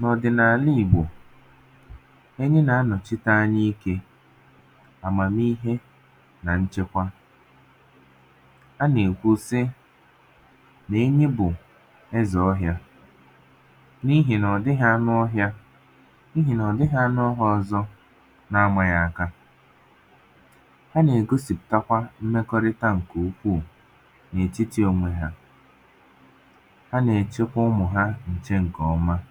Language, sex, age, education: Igbo, male, 15-29, tertiary